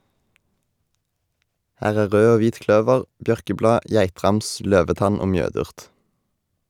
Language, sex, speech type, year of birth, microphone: Norwegian, male, read, 1990, Shure